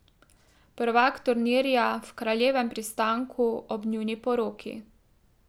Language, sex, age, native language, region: Slovenian, female, 18-29, Slovenian, Drava region